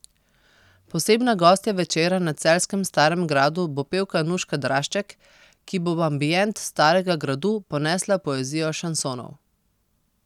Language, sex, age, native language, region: Slovenian, female, 30-49, Slovenian, Posavska region